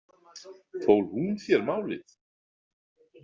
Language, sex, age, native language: Icelandic, male, 50-59, Icelandic